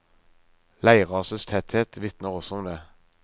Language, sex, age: Norwegian, male, 23